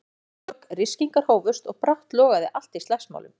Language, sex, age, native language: Icelandic, female, 14, Icelandic